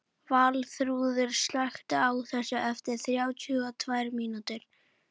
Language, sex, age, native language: Icelandic, female, 11, Icelandic